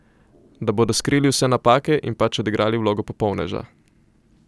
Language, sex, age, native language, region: Slovenian, male, 18-29, Slovenian, Coastal Karst region